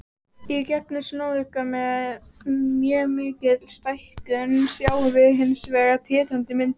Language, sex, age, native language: Icelandic, female, 18-19, Icelandic